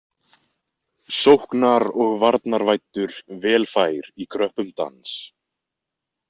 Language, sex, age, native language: Icelandic, male, 20-29, Icelandic